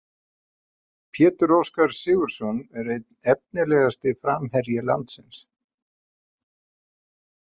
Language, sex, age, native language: Icelandic, male, 50-59, Icelandic